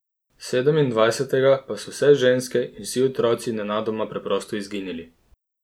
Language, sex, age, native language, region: Slovenian, male, 30-49, Slovenian, Posavska region